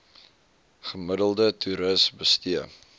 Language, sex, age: Afrikaans, male, 20